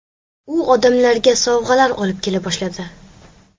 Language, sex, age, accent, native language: Uzbek, female, 12-17, Qashqadaryo, Uzbek